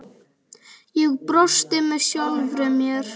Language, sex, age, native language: Icelandic, female, 9, Icelandic